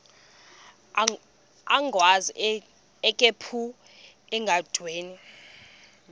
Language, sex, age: Xhosa, female, 22